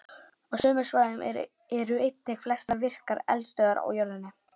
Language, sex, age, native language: Icelandic, male, 11, Icelandic